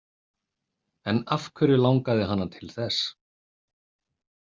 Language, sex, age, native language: Icelandic, male, 30-39, Icelandic